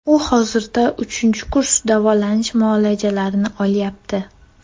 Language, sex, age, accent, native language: Uzbek, female, 12-17, Namangan, Uzbek